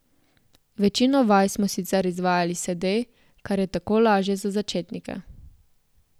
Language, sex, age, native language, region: Slovenian, female, 18-29, Slovenian, Southeast Slovenia